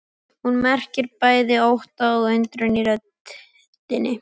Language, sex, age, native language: Icelandic, male, 11, Icelandic